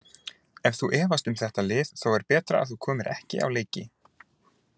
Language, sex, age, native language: Icelandic, male, 20-29, Icelandic